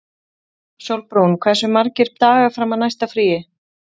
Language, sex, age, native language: Icelandic, female, 30-39, Icelandic